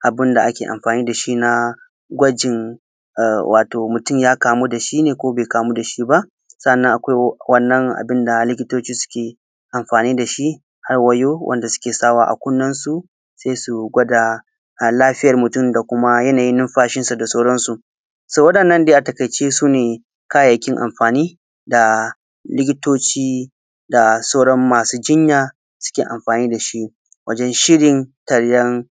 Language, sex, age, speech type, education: Hausa, male, 15-29, spontaneous, tertiary